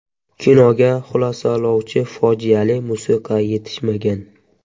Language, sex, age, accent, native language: Uzbek, male, 12-17, Surxondaryo, Uzbek